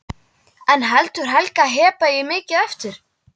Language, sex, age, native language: Icelandic, male, 12, Icelandic